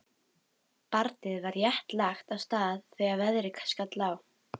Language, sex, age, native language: Icelandic, female, 12, Icelandic